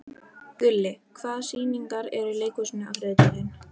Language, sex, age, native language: Icelandic, female, 13, Icelandic